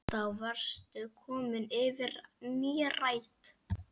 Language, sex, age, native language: Icelandic, female, 8, Icelandic